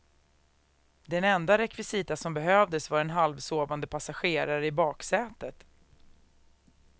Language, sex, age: Swedish, female, 36